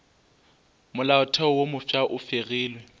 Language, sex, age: Northern Sotho, male, 20